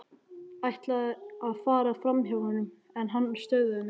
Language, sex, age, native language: Icelandic, male, 11, Icelandic